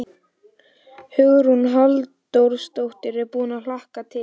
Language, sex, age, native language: Icelandic, male, 12, Icelandic